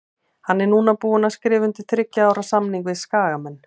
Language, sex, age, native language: Icelandic, female, 40-49, Icelandic